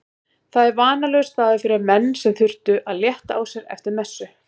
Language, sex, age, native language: Icelandic, female, 30-39, Icelandic